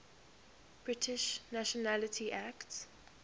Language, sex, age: English, female, 21